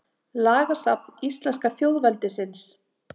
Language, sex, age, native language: Icelandic, female, 30-39, Icelandic